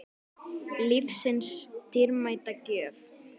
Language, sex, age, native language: Icelandic, female, 10, Icelandic